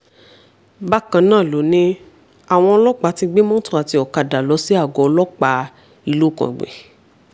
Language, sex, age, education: Yoruba, female, 15-29, tertiary